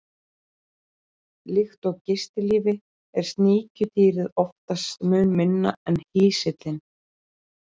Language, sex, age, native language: Icelandic, female, 30-39, Icelandic